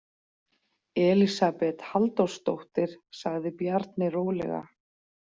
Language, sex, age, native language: Icelandic, female, 40-49, Icelandic